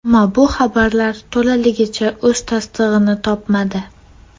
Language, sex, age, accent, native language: Uzbek, female, 12-17, Namangan, Uzbek